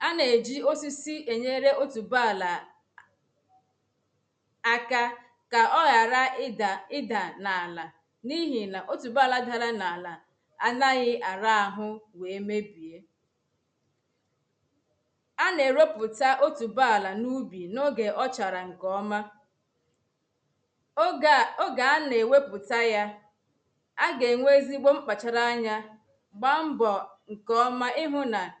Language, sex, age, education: Igbo, female, 30-45, tertiary